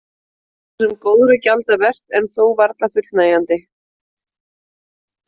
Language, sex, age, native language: Icelandic, female, 30-39, Icelandic